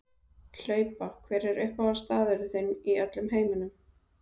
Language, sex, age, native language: Icelandic, female, 30-39, Icelandic